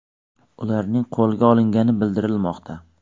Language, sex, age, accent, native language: Uzbek, male, 25-34, Xorazm, Uzbek